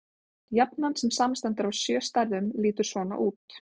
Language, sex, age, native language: Icelandic, female, 20-29, Icelandic